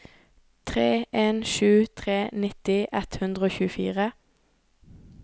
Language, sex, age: Norwegian, female, 18